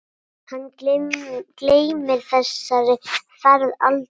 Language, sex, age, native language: Icelandic, female, 9, Icelandic